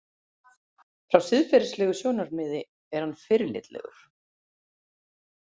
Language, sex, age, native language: Icelandic, female, 30-39, Icelandic